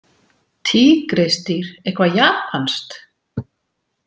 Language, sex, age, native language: Icelandic, female, 40-49, Icelandic